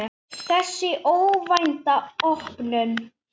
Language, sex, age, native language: Icelandic, male, 9, Icelandic